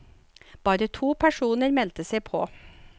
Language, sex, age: Norwegian, female, 54